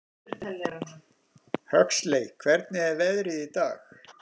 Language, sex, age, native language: Icelandic, male, 50-59, Icelandic